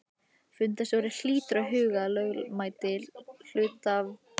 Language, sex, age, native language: Icelandic, female, 15, Icelandic